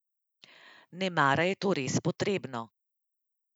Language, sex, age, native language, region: Slovenian, female, 30-49, Slovenian, Central Slovenia